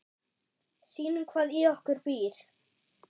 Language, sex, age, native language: Icelandic, female, 8, German